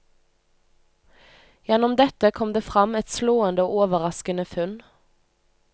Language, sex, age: Norwegian, female, 25